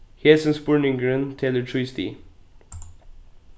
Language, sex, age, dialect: Faroese, male, 15-35, Norðuroyggjar